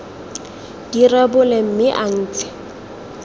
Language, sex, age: Tswana, female, 23